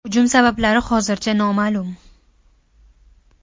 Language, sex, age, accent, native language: Uzbek, female, 18-24, Farg'ona, Uzbek